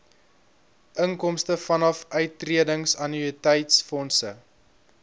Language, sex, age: Afrikaans, male, 21